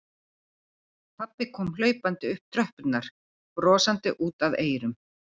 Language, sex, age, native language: Icelandic, female, 50-59, Icelandic